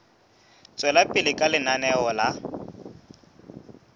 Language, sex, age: Southern Sotho, male, 26